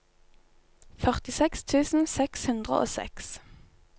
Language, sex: Norwegian, female